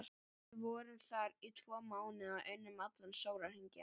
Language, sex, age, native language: Icelandic, female, 11, Icelandic